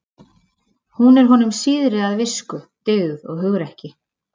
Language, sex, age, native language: Icelandic, female, 30-39, Icelandic